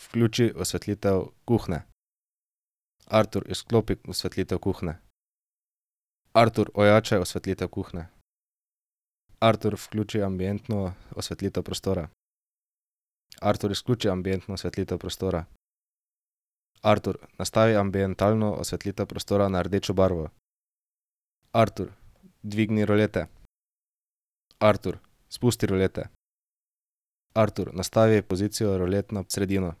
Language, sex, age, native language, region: Slovenian, male, 18-29, Slovenian, Drava region